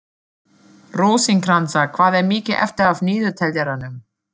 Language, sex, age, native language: Icelandic, female, 40-49, German